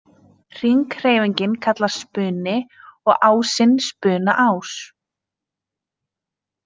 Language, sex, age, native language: Icelandic, female, 20-29, Icelandic